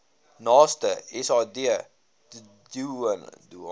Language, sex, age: Afrikaans, male, 19